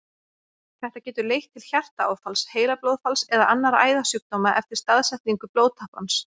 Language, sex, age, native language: Icelandic, female, 30-39, Icelandic